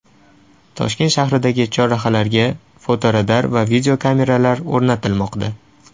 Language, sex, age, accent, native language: Uzbek, male, 18-24, Toshkent shahri, Uzbek